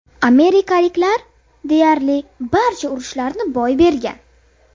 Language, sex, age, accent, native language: Uzbek, female, 30-39, Buxoro, Uzbek